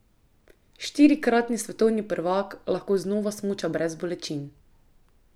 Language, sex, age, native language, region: Slovenian, female, 18-29, Slovenian, Drava region